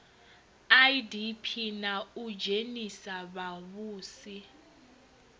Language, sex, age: Venda, female, 22